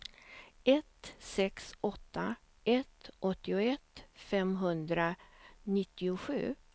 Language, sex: Swedish, female